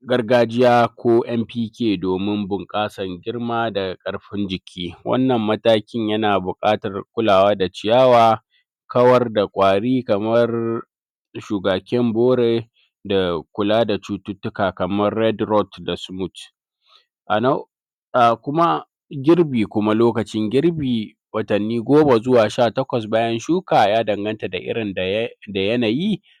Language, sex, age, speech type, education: Hausa, male, 30-45, spontaneous, tertiary